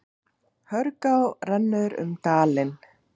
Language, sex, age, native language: Icelandic, female, 8, Icelandic